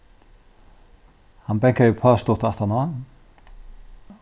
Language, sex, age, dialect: Faroese, male, 36-60, Norðurstreymoy/Eysturoy